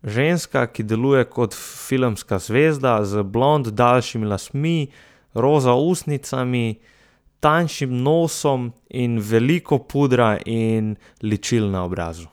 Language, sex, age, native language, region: Slovenian, male, 18-29, Slovenian, Southeast Slovenia